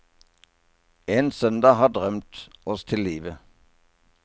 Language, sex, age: Norwegian, male, 57